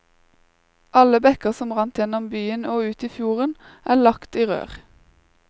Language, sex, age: Norwegian, female, 21